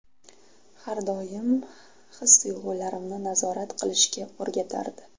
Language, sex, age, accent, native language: Uzbek, female, 12-17, Toshkent viloyati, Uzbek